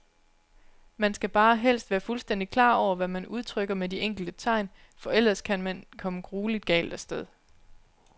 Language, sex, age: Danish, female, 29